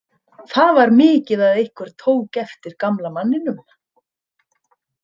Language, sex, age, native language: Icelandic, female, 30-39, Icelandic